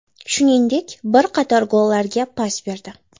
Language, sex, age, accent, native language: Uzbek, female, 18-24, Toshkent shahri, Uzbek